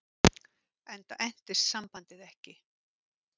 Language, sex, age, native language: Icelandic, female, 50-59, Icelandic